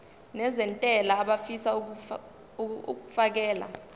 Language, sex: Zulu, female